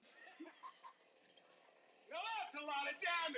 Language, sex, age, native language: Icelandic, other, 12, Icelandic